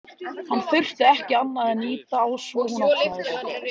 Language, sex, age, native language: Icelandic, male, 13, Icelandic